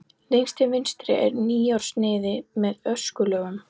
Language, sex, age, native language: Icelandic, female, 11, Icelandic